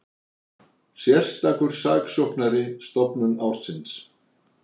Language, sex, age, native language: Icelandic, male, 60-69, Icelandic